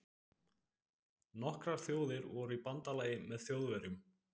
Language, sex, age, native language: Icelandic, male, 20-29, Icelandic